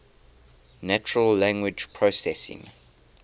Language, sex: English, male